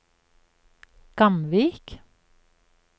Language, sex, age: Norwegian, female, 44